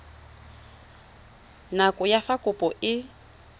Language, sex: Tswana, female